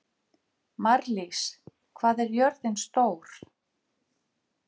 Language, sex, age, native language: Icelandic, female, 50-59, Icelandic